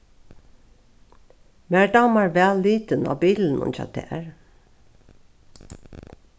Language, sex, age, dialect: Faroese, female, 36-60, Norðuroyggjar